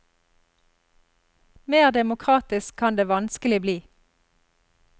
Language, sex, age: Norwegian, female, 32